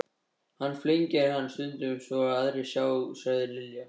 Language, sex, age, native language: Icelandic, male, 13, Icelandic